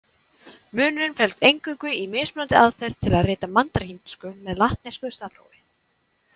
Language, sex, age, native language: Icelandic, female, 20-29, Icelandic